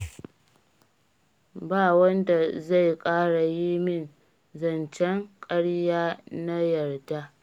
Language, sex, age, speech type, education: Hausa, female, 30-45, read, primary